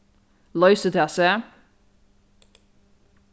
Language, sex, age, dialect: Faroese, female, 36-60, Norðurstreymoy/Eysturoy